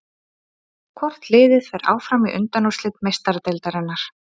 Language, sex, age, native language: Icelandic, female, 30-39, Icelandic